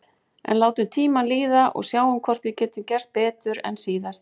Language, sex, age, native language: Icelandic, female, 40-49, Icelandic